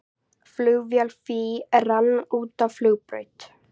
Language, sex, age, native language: Icelandic, female, 40-49, Icelandic